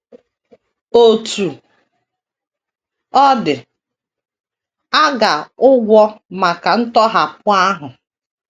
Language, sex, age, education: Igbo, female, 30-45, tertiary